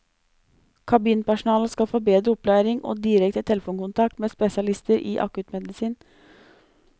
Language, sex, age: Norwegian, female, 26